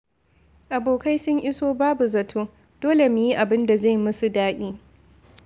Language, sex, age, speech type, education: Hausa, female, 15-29, read, secondary